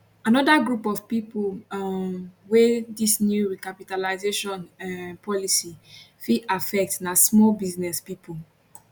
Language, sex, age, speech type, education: Nigerian Pidgin, female, 15-29, spontaneous, tertiary